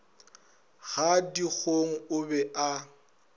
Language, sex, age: Northern Sotho, male, 22